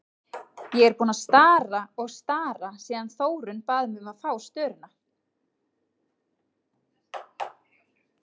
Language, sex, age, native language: Icelandic, female, 30-39, Icelandic